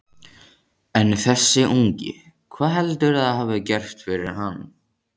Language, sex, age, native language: Icelandic, male, 14, Icelandic